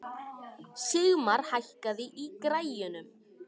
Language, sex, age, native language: Icelandic, male, 18-19, Icelandic